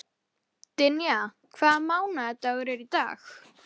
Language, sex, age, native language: Icelandic, female, 11, Icelandic